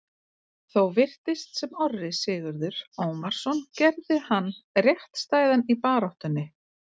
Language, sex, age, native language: Icelandic, female, 30-39, Icelandic